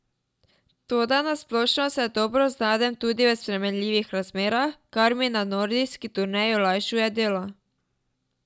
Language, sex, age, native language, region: Slovenian, female, 12-17, Slovenian, Drava region